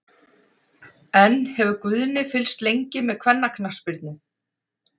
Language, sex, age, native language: Icelandic, female, 40-49, Icelandic